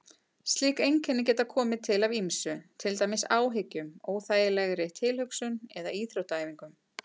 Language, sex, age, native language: Icelandic, female, 40-49, Icelandic